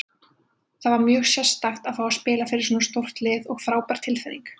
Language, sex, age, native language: Icelandic, female, 20-29, Icelandic